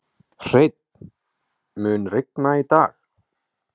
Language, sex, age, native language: Icelandic, male, 20-29, Icelandic